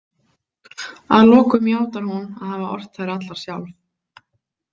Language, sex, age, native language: Icelandic, female, 20-29, Icelandic